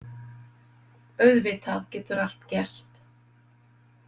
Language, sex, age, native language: Icelandic, female, 50-59, Icelandic